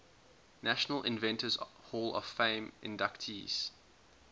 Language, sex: English, male